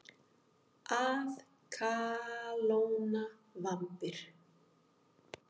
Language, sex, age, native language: Icelandic, female, 50-59, Icelandic